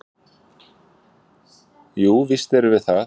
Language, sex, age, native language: Icelandic, male, 40-49, Icelandic